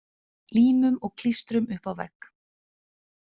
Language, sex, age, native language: Icelandic, female, 30-39, Icelandic